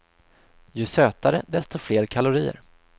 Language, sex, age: Swedish, male, 26